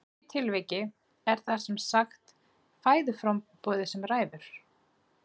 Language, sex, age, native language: Icelandic, female, 40-49, Icelandic